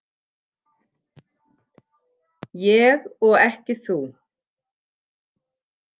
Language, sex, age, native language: Icelandic, male, 80-89, Icelandic